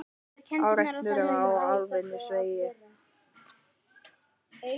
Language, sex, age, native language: Icelandic, female, 18-19, Icelandic